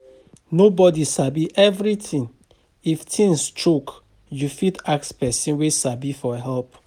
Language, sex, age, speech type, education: Nigerian Pidgin, male, 30-45, spontaneous, tertiary